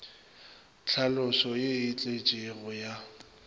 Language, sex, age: Northern Sotho, male, 25